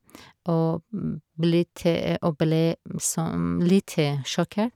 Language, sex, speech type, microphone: Norwegian, female, spontaneous, Shure